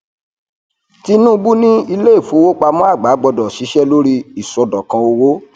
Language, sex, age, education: Yoruba, male, 30-45, tertiary